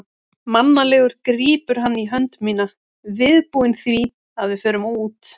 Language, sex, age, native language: Icelandic, female, 30-39, Icelandic